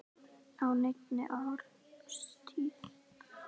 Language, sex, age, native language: Icelandic, female, 10, Icelandic